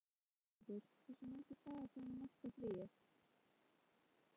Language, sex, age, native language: Icelandic, female, 12, Icelandic